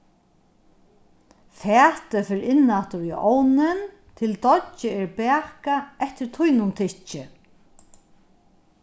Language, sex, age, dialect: Faroese, female, 61+, Norðurstreymoy/Eysturoy